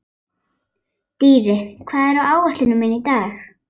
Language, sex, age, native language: Icelandic, female, 11, Icelandic